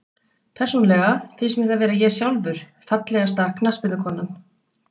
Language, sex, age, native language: Icelandic, female, 60-69, Icelandic